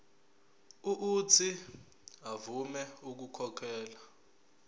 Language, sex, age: Zulu, male, 20